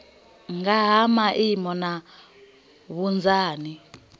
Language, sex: Venda, female